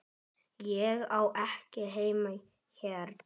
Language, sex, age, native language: Icelandic, male, 10, Icelandic